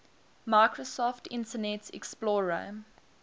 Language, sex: English, female